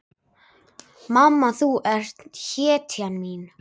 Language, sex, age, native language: Icelandic, male, 8, Icelandic